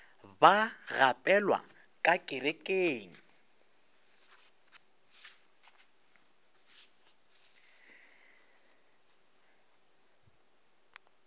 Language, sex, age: Northern Sotho, male, 24